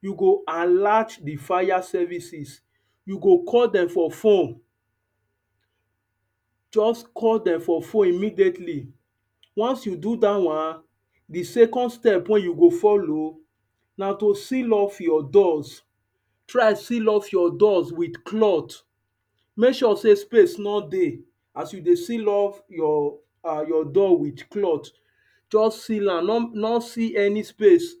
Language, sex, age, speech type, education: Nigerian Pidgin, male, 30-45, spontaneous, tertiary